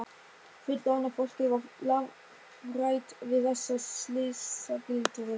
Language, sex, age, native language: Icelandic, male, 13, German